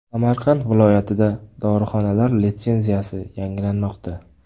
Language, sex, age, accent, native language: Uzbek, male, 18-24, Samarqand, Uzbek